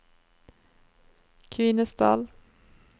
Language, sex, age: Norwegian, female, 27